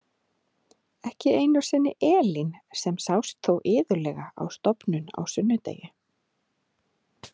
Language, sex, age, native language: Icelandic, female, 30-39, Icelandic